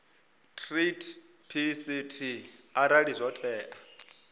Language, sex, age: Venda, male, 22